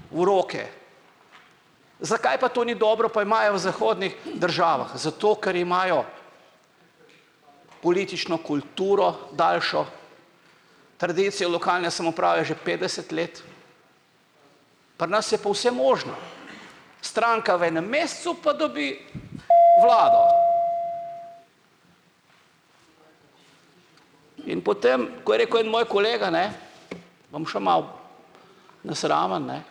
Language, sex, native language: Slovenian, male, Slovenian